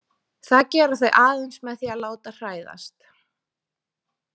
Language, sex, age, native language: Icelandic, female, 20-29, Icelandic